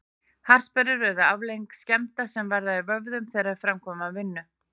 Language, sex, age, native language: Icelandic, female, 40-49, Icelandic